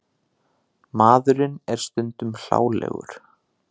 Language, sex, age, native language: Icelandic, male, 30-39, Icelandic